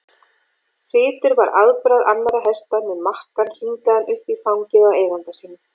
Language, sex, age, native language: Icelandic, female, 40-49, Icelandic